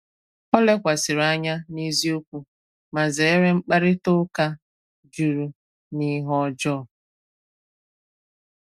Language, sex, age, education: Igbo, female, 30-45, tertiary